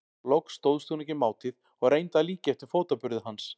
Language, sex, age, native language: Icelandic, male, 40-49, Icelandic